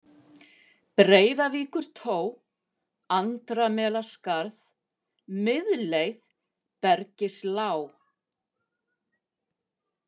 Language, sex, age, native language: Icelandic, female, 50-59, Icelandic